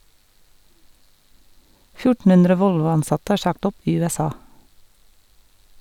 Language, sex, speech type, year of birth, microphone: Norwegian, female, read, 1971, Sennheiser